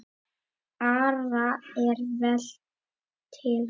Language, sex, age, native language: Icelandic, male, 10, Icelandic